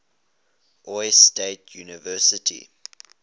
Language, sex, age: English, male, 20